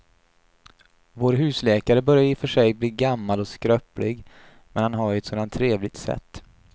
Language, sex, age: Swedish, male, 28